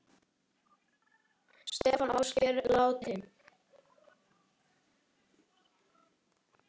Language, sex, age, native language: Icelandic, male, 10, Icelandic